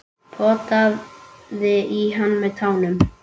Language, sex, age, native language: Icelandic, male, 8, Icelandic